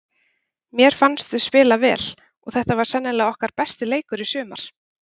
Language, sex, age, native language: Icelandic, female, 30-39, Icelandic